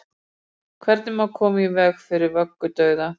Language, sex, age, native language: Icelandic, female, 40-49, Icelandic